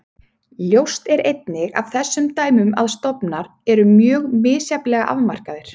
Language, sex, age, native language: Icelandic, female, 30-39, Icelandic